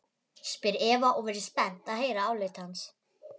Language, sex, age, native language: Icelandic, female, 11, Icelandic